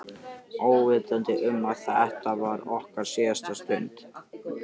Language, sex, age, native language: Icelandic, male, 13, Icelandic